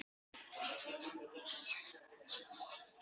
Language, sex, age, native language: Icelandic, male, 9, Icelandic